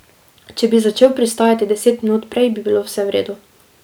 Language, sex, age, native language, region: Slovenian, female, 18-29, Slovenian, Drava region